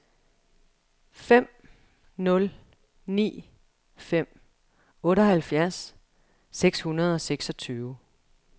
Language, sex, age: Danish, female, 35